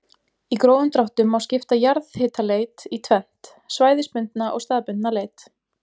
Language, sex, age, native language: Icelandic, female, 20-29, Icelandic